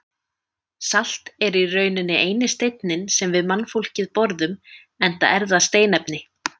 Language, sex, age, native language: Icelandic, female, 30-39, Icelandic